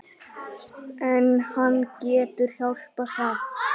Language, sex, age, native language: Icelandic, male, 10, Icelandic